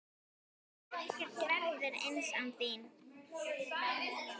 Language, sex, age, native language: Icelandic, female, 10, Icelandic